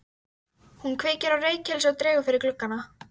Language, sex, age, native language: Icelandic, female, 13, Icelandic